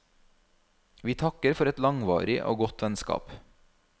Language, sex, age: Norwegian, male, 32